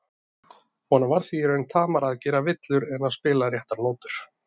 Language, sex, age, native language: Icelandic, male, 30-39, Icelandic